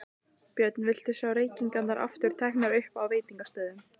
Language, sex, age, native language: Icelandic, female, 15, Icelandic